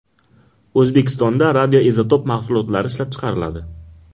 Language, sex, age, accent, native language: Uzbek, male, 18-24, Qashqadaryo, Uzbek